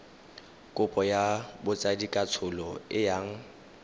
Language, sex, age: Tswana, male, 19